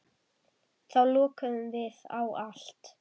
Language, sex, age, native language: Icelandic, female, 10, Icelandic